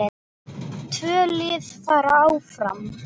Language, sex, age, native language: Icelandic, female, 10, Icelandic